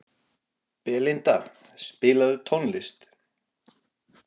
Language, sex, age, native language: Icelandic, male, 40-49, Icelandic